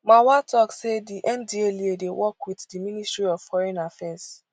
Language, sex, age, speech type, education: Nigerian Pidgin, female, 15-29, spontaneous, tertiary